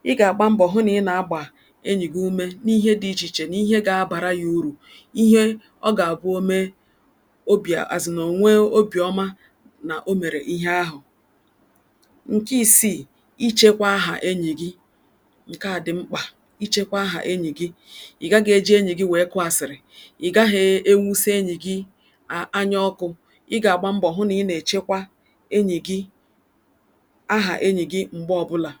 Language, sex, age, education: Igbo, female, 46-60, tertiary